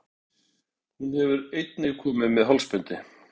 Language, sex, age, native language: Icelandic, male, 60-69, Icelandic